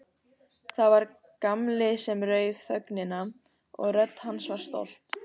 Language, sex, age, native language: Icelandic, female, 18-19, Icelandic